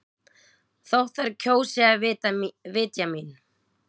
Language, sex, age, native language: Icelandic, female, 20-29, Icelandic